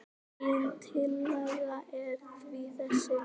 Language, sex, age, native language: Icelandic, female, 10, Icelandic